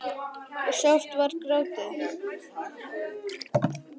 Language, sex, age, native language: Icelandic, male, 10, Icelandic